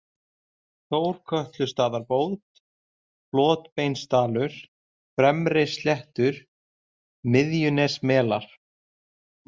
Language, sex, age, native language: Icelandic, male, 20-29, Icelandic